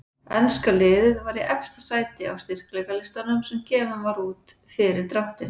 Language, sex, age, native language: Icelandic, female, 40-49, Icelandic